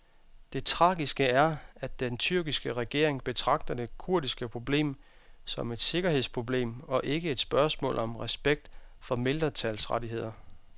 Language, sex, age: Danish, male, 32